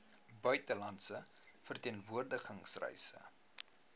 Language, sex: Afrikaans, male